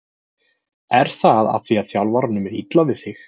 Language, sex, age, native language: Icelandic, male, 20-29, Icelandic